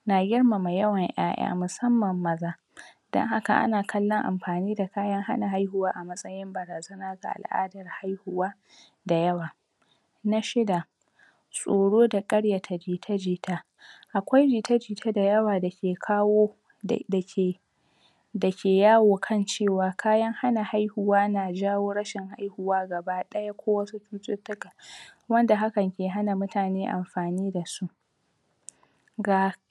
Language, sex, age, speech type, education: Hausa, female, 46-60, spontaneous, secondary